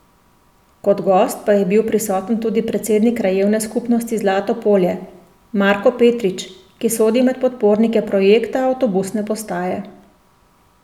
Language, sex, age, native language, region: Slovenian, female, 30-49, Slovenian, Central Slovenia